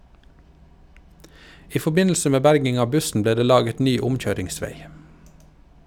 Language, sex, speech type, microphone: Norwegian, male, read, Shure